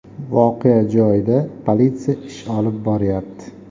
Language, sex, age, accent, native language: Uzbek, male, 25-34, Jizzax, Uzbek